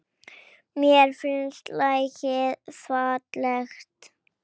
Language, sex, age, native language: Icelandic, female, 10, Icelandic